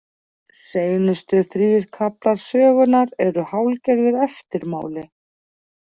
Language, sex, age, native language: Icelandic, female, 40-49, Icelandic